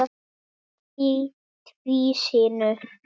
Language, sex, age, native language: Icelandic, male, 8, Icelandic